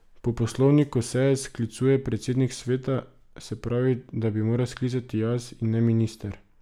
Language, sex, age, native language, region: Slovenian, male, 18-29, Slovenian, Drava region